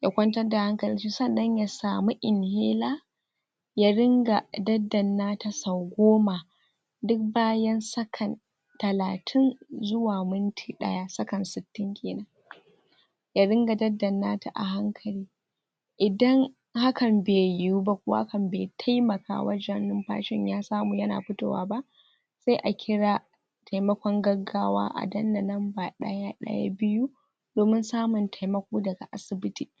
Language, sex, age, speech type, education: Hausa, female, 46-60, spontaneous, tertiary